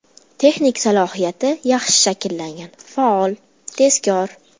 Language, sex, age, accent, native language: Uzbek, female, 12-17, Farg'ona, Uzbek